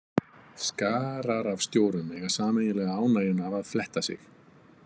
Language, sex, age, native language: Icelandic, male, 50-59, Icelandic